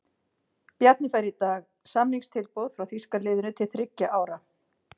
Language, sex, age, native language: Icelandic, female, 50-59, Icelandic